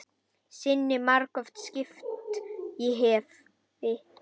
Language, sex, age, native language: Icelandic, female, 10, Icelandic